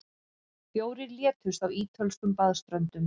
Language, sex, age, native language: Icelandic, female, 40-49, Icelandic